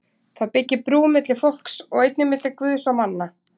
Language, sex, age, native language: Icelandic, female, 20-29, Icelandic